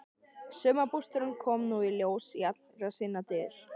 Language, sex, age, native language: Icelandic, male, 13, Icelandic